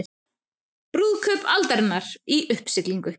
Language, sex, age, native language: Icelandic, female, 30-39, Icelandic